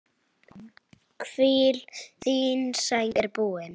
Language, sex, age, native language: Icelandic, female, 8, Icelandic